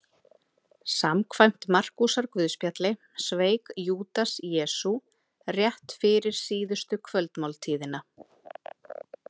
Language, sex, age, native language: Icelandic, female, 30-39, Icelandic